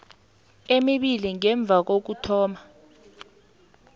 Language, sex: South Ndebele, female